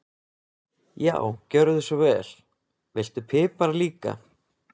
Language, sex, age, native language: Icelandic, male, 20-29, Icelandic